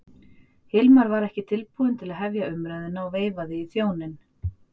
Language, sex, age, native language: Icelandic, female, 40-49, Icelandic